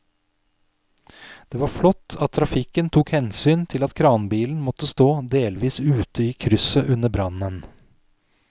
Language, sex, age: Norwegian, male, 46